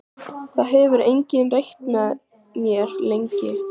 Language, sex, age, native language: Icelandic, female, 14, Icelandic